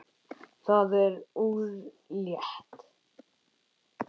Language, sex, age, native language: Icelandic, male, 10, Icelandic